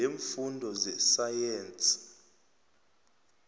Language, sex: South Ndebele, male